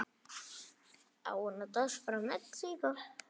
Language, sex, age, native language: Icelandic, male, 10, Icelandic